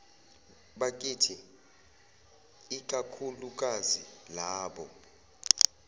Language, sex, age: Zulu, male, 24